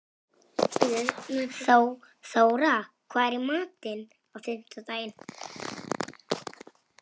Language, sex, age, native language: Icelandic, female, 18-19, Icelandic